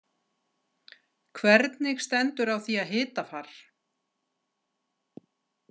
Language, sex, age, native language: Icelandic, female, 60-69, Icelandic